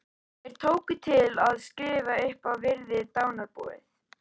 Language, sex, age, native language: Icelandic, female, 13, Icelandic